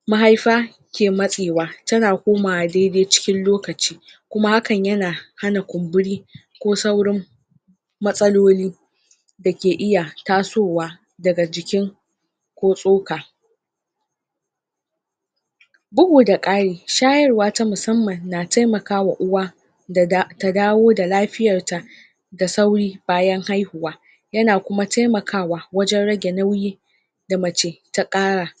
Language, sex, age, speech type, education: Hausa, female, 30-45, spontaneous, tertiary